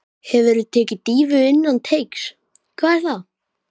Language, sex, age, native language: Icelandic, male, 12, Icelandic